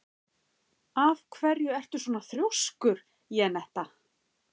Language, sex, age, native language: Icelandic, female, 50-59, Icelandic